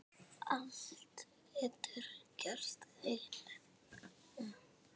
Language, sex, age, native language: Icelandic, female, 10, Icelandic